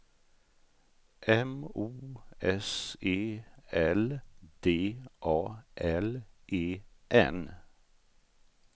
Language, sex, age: Swedish, male, 64